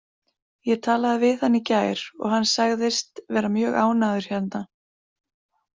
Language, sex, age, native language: Icelandic, female, 40-49, Icelandic